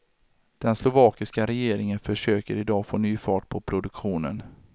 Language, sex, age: Swedish, male, 33